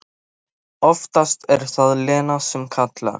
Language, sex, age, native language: Icelandic, male, 13, Polish